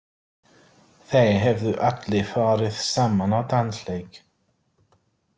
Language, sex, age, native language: Icelandic, male, 40-49, Icelandic